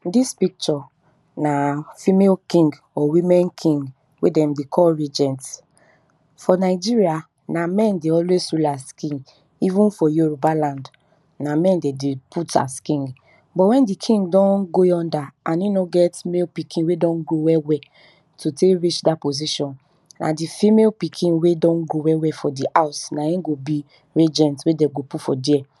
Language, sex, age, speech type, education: Nigerian Pidgin, female, 30-45, spontaneous, tertiary